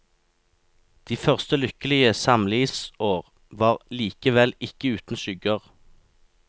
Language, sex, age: Norwegian, male, 36